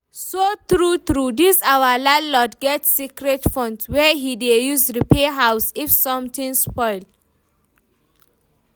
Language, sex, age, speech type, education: Nigerian Pidgin, female, 15-29, read, tertiary